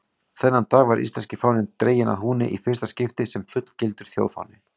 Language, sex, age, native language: Icelandic, male, 40-49, Icelandic